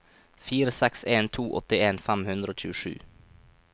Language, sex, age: Norwegian, male, 23